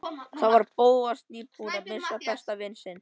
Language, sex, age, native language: Icelandic, male, 13, Icelandic